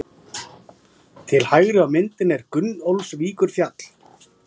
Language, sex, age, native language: Icelandic, female, 30-39, Icelandic